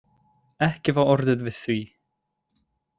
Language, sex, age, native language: Icelandic, male, 18-19, Icelandic